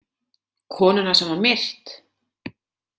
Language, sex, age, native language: Icelandic, female, 30-39, Icelandic